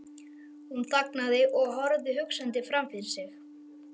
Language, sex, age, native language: Icelandic, male, 12, Icelandic